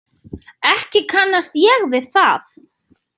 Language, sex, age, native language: Icelandic, female, 30-39, Icelandic